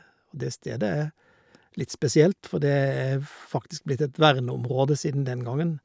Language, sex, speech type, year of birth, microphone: Norwegian, male, spontaneous, 1951, Shure